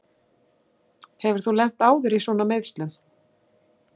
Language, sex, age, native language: Icelandic, female, 60-69, Icelandic